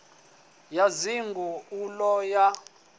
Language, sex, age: Venda, male, 20